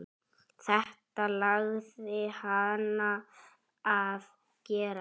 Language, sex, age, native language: Icelandic, male, 10, Icelandic